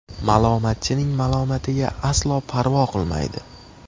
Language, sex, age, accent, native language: Uzbek, male, 18-24, Farg'ona, Uzbek